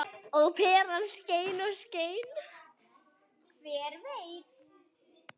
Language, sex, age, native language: Icelandic, male, 8, Icelandic